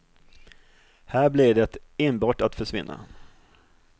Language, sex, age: Swedish, male, 38